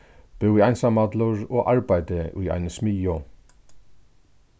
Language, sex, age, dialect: Faroese, male, 36-60, Suðurstreymoy